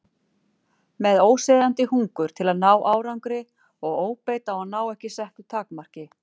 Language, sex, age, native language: Icelandic, female, 40-49, Icelandic